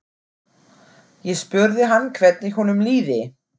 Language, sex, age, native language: Icelandic, female, 40-49, German